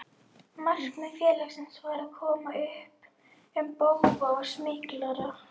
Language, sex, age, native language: Icelandic, female, 12, Icelandic